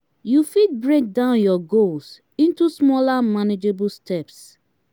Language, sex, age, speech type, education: Nigerian Pidgin, female, 30-45, spontaneous, tertiary